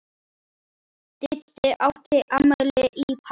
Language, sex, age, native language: Icelandic, male, 10, Icelandic